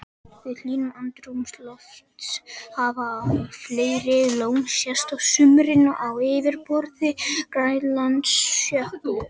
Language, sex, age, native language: Icelandic, male, 18-19, Icelandic